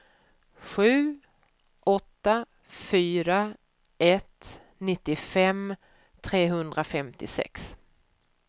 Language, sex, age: Swedish, female, 44